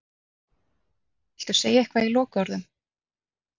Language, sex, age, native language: Icelandic, female, 30-39, Icelandic